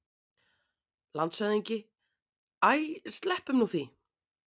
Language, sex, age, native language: Icelandic, female, 30-39, Icelandic